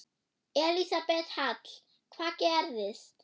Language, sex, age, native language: Icelandic, female, 8, German